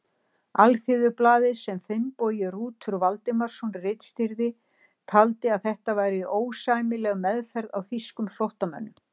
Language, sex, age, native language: Icelandic, female, 60-69, Icelandic